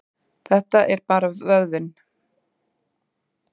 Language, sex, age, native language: Icelandic, female, 30-39, Icelandic